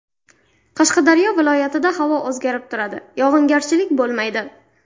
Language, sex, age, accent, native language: Uzbek, female, 19-29, Buxoro, Uzbek